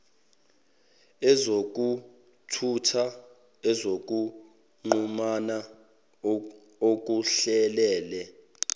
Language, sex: Zulu, male